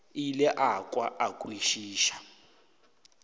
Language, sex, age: Northern Sotho, male, 18